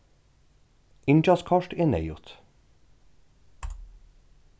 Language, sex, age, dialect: Faroese, male, 36-60, Norðurstreymoy/Eysturoy